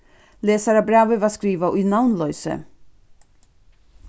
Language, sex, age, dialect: Faroese, female, 36-60, Suðurstreymoy